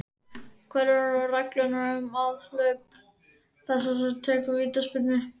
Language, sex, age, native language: Icelandic, male, 13, Icelandic